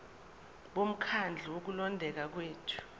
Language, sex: Zulu, female